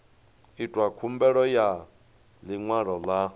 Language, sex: Venda, male